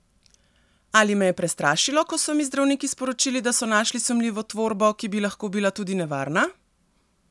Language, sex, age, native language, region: Slovenian, female, 30-49, Slovenian, Central Slovenia